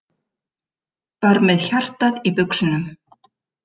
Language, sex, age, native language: Icelandic, female, 50-59, Icelandic